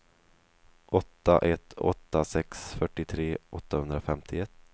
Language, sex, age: Swedish, male, 23